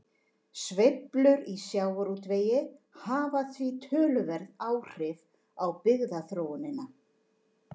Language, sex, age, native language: Icelandic, female, 40-49, Icelandic